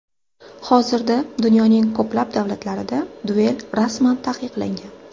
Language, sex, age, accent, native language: Uzbek, female, 25-34, Sirdaryo, Uzbek